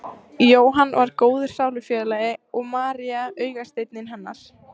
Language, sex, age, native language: Icelandic, female, 14, Icelandic